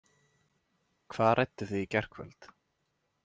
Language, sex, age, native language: Icelandic, male, 20-29, Icelandic